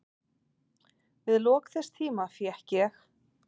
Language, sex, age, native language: Icelandic, female, 40-49, Icelandic